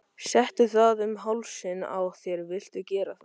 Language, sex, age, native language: Icelandic, male, 13, Icelandic